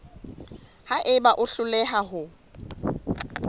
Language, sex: Southern Sotho, female